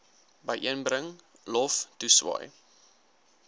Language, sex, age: Afrikaans, male, 19